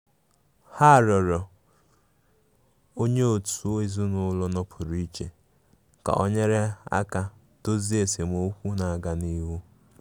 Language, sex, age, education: Igbo, male, 15-29, tertiary